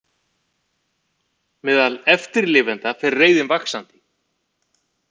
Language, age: Icelandic, 50-59